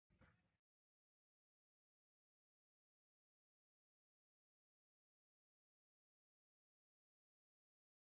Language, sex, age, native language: Icelandic, female, 50-59, Icelandic